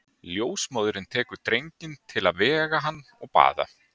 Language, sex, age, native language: Icelandic, male, 30-39, Icelandic